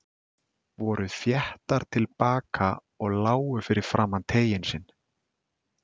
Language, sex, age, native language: Icelandic, male, 40-49, Icelandic